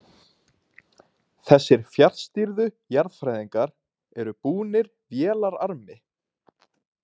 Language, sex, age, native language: Icelandic, male, 18-19, Icelandic